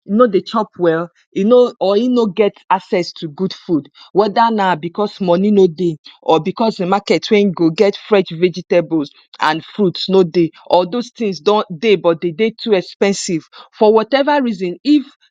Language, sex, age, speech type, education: Nigerian Pidgin, female, 30-45, spontaneous, tertiary